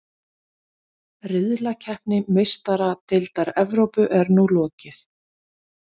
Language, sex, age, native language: Icelandic, female, 40-49, Icelandic